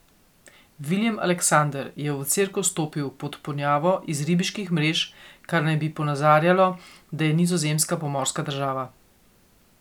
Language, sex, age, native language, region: Slovenian, female, 50-59, Slovenian, Coastal Karst region